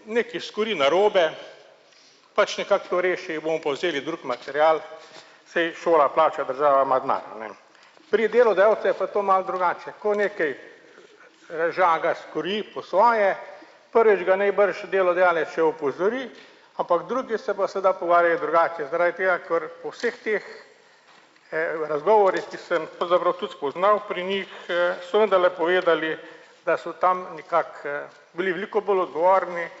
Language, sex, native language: Slovenian, male, Slovenian